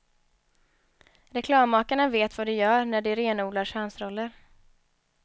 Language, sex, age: Swedish, female, 23